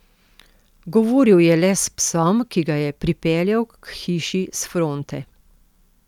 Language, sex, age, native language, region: Slovenian, female, 50-59, Slovenian, Central Slovenia